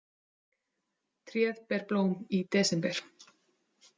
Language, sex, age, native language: Icelandic, female, 30-39, Icelandic